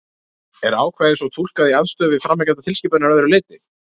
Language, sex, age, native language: Icelandic, male, 30-39, Icelandic